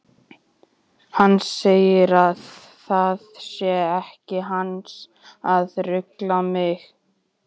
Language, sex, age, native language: Icelandic, male, 11, Icelandic